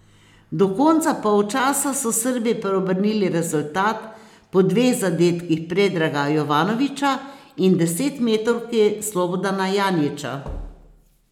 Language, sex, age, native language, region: Slovenian, female, 60+, Slovenian, Posavska region